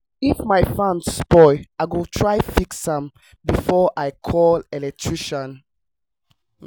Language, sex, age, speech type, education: Nigerian Pidgin, male, 15-29, spontaneous, tertiary